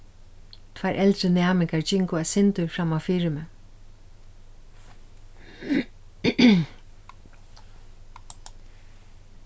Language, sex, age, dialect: Faroese, female, 36-60, Suðurstreymoy